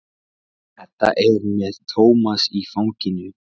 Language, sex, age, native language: Icelandic, male, 15, Icelandic